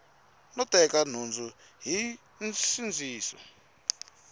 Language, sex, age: Tsonga, male, 22